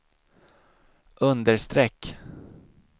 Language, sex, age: Swedish, male, 40